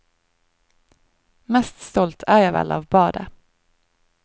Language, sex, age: Norwegian, female, 25